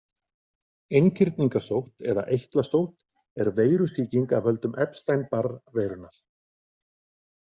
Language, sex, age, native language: Icelandic, male, 40-49, Icelandic